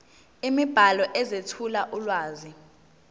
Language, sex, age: Zulu, female, 19